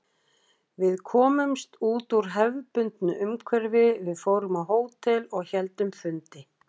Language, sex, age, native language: Icelandic, female, 60-69, Icelandic